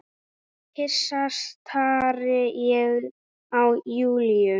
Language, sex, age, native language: Icelandic, female, 9, Icelandic